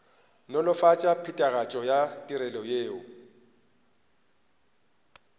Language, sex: Northern Sotho, male